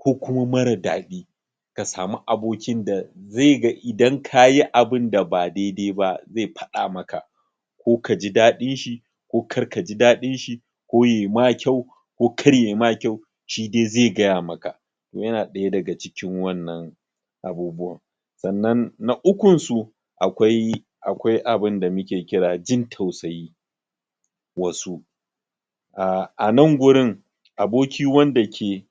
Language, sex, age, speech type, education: Hausa, male, 30-45, spontaneous, tertiary